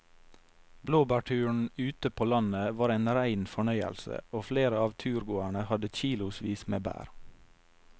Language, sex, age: Norwegian, male, 22